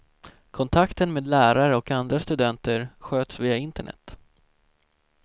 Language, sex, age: Swedish, male, 17